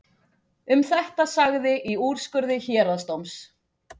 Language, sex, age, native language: Icelandic, female, 40-49, Icelandic